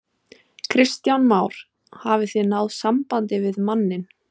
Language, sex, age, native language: Icelandic, female, 20-29, Icelandic